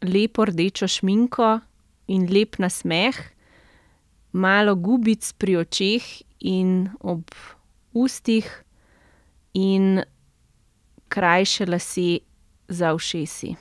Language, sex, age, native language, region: Slovenian, female, 30-49, Slovenian, Central Slovenia